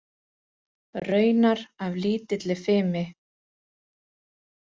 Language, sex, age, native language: Icelandic, female, 40-49, Icelandic